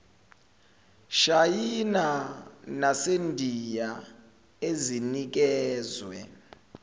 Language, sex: Zulu, male